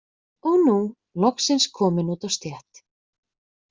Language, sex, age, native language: Icelandic, female, 20-29, Icelandic